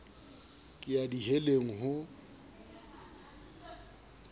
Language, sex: Southern Sotho, male